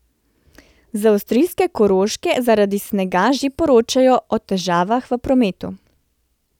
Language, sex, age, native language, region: Slovenian, female, 30-49, Slovenian, Central Slovenia